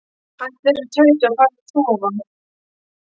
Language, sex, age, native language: Icelandic, male, 12, Icelandic